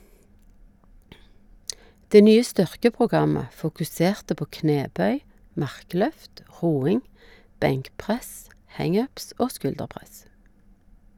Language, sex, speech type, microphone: Norwegian, female, read, Shure